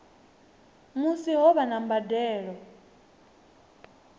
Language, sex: Venda, female